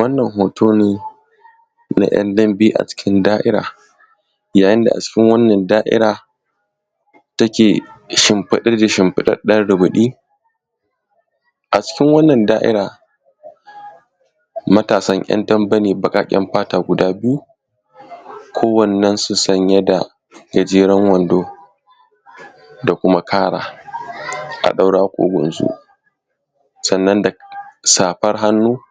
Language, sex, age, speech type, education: Hausa, male, 15-29, spontaneous, tertiary